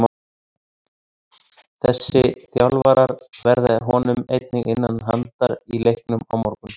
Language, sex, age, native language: Icelandic, male, 30-39, Icelandic